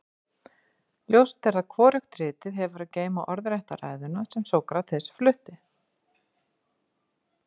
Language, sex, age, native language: Icelandic, female, 50-59, Icelandic